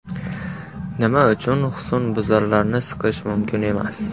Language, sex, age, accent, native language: Uzbek, male, 18-24, Andijon, Uzbek